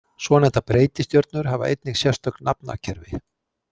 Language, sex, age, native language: Icelandic, male, 60-69, Icelandic